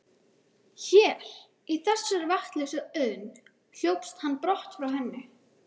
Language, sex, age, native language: Icelandic, female, 12, Icelandic